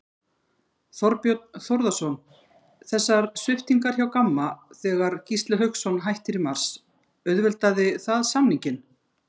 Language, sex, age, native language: Icelandic, female, 50-59, Icelandic